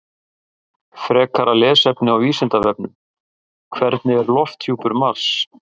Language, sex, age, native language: Icelandic, male, 50-59, Icelandic